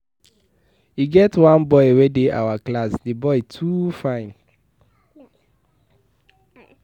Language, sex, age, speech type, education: Nigerian Pidgin, male, 15-29, read, tertiary